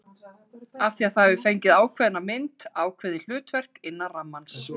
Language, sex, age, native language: Icelandic, female, 20-29, Icelandic